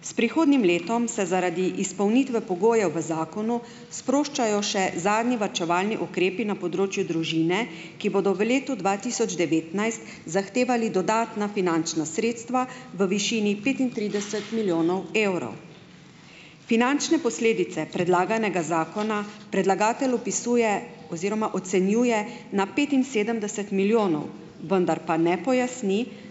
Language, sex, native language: Slovenian, female, Slovenian